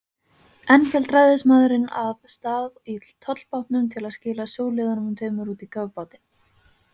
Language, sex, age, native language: Icelandic, female, 20-29, Icelandic